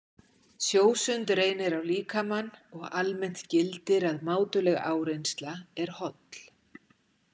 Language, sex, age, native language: Icelandic, female, 60-69, Icelandic